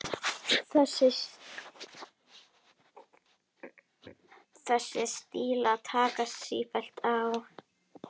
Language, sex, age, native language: Icelandic, female, 10, Icelandic